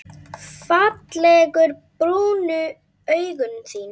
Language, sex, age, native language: Icelandic, male, 8, Icelandic